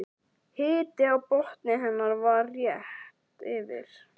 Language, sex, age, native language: Icelandic, male, 11, Icelandic